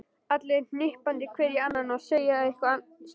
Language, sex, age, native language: Icelandic, male, 11, Icelandic